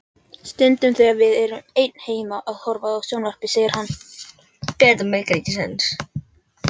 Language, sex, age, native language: Icelandic, male, 18-19, Icelandic